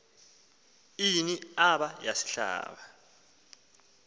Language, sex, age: Xhosa, male, 19